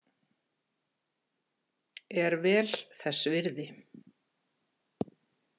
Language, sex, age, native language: Icelandic, female, 60-69, Icelandic